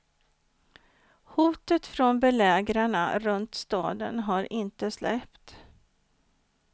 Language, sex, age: Swedish, female, 49